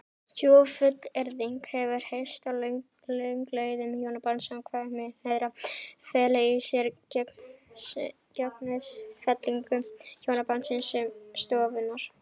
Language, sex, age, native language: Icelandic, female, 18-19, Icelandic